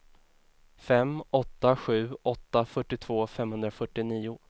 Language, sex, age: Swedish, male, 24